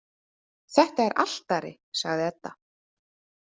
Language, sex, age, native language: Icelandic, female, 30-39, Icelandic